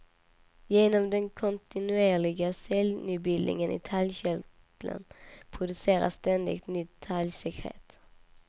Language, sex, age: Swedish, female, 19